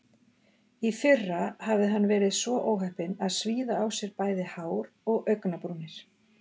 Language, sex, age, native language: Icelandic, female, 40-49, Icelandic